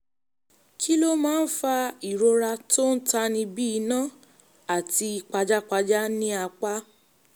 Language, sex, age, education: Yoruba, female, 15-29, tertiary